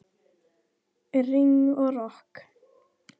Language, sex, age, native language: Icelandic, male, 10, Icelandic